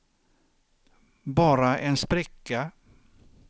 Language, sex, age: Swedish, male, 63